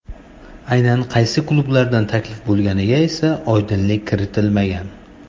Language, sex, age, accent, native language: Uzbek, male, 25-34, Toshkent shahri, Uzbek